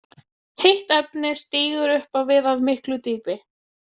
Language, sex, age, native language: Icelandic, female, 20-29, Icelandic